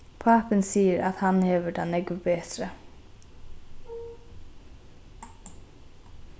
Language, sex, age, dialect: Faroese, female, 15-35, Norðurstreymoy/Eysturoy